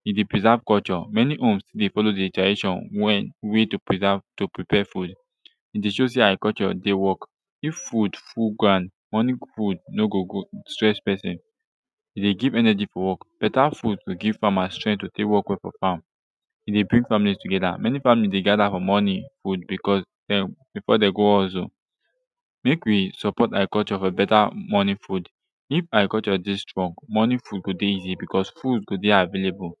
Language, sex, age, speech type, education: Nigerian Pidgin, male, 15-29, spontaneous, tertiary